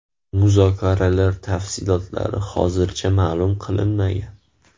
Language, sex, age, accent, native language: Uzbek, male, 18-24, Farg'ona, Uzbek